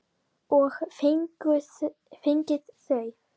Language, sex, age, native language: Icelandic, female, 10, Icelandic